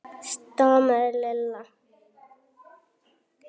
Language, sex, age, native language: Icelandic, female, 9, Icelandic